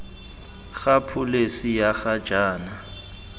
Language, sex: Tswana, male